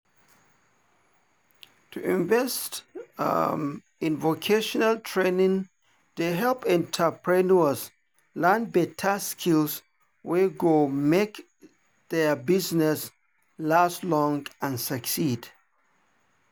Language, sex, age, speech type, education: Nigerian Pidgin, male, 30-45, spontaneous, tertiary